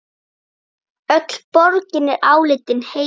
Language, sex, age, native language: Icelandic, female, 9, Icelandic